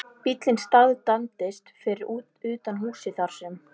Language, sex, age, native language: Icelandic, female, 11, Icelandic